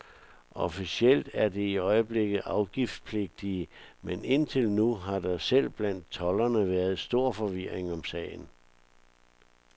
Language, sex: Danish, male